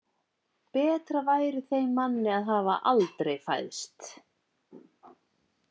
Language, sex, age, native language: Icelandic, female, 30-39, Icelandic